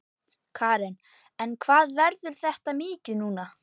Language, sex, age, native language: Icelandic, male, 11, Icelandic